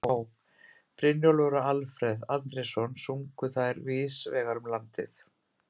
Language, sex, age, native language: Icelandic, female, 50-59, Icelandic